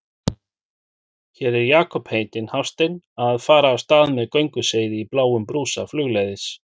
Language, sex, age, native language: Icelandic, male, 40-49, Icelandic